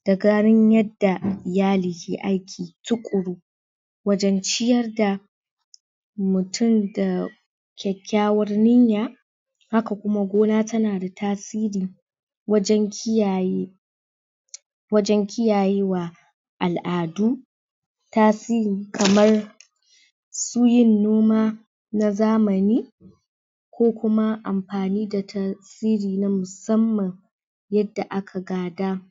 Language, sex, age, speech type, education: Hausa, female, 60+, spontaneous, tertiary